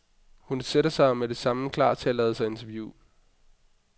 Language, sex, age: Danish, male, 25